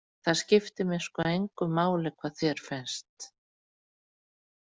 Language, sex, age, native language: Icelandic, female, 40-49, Icelandic